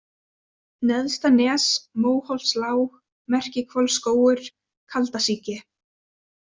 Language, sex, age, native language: Icelandic, female, 20-29, Icelandic